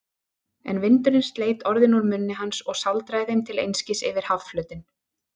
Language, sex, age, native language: Icelandic, female, 30-39, Icelandic